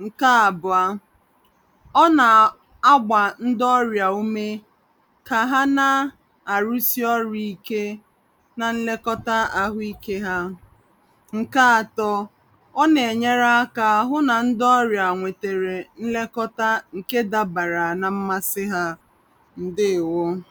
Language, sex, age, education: Igbo, female, 30-45, tertiary